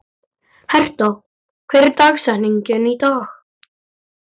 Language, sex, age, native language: Icelandic, male, 12, Icelandic